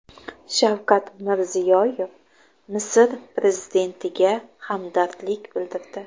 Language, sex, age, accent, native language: Uzbek, female, 35+, Toshkent shahri, Uzbek